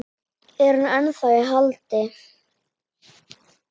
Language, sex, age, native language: Icelandic, female, 8, Icelandic